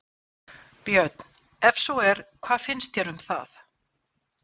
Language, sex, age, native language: Icelandic, female, 60-69, Icelandic